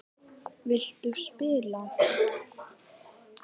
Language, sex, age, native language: Icelandic, male, 10, Icelandic